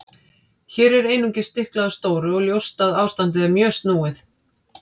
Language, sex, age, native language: Icelandic, female, 50-59, Icelandic